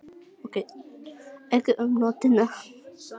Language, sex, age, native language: Icelandic, other, 18-19, Icelandic